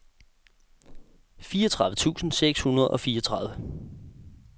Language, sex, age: Danish, male, 18